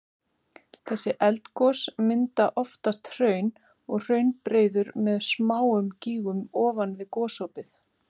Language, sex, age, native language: Icelandic, female, 30-39, Icelandic